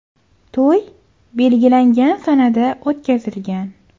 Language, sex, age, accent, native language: Uzbek, female, 18-24, Toshkent viloyati, Uzbek